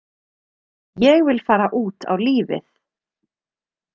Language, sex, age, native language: Icelandic, female, 30-39, Icelandic